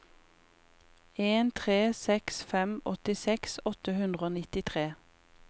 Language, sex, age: Norwegian, female, 28